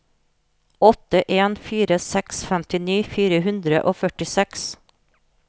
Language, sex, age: Norwegian, female, 43